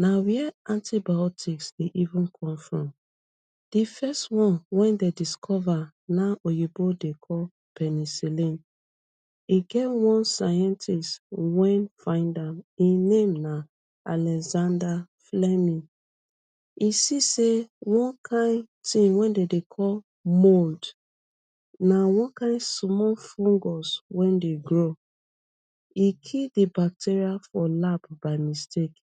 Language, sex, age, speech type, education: Nigerian Pidgin, female, 30-45, spontaneous, tertiary